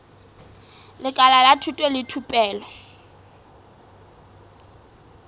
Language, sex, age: Southern Sotho, female, 20